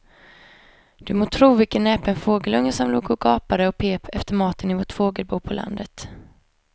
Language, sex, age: Swedish, female, 25